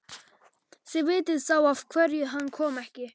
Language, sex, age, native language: Icelandic, male, 11, Polish